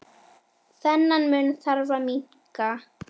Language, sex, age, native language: Icelandic, female, 10, Icelandic